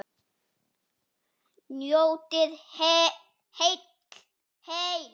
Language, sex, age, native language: Icelandic, male, 7, Icelandic